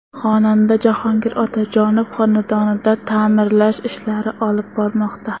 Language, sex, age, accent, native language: Uzbek, female, under 19, Toshkent shahri, Uzbek